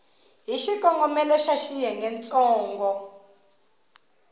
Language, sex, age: Tsonga, female, 19